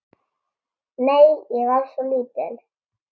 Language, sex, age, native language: Icelandic, female, 8, Icelandic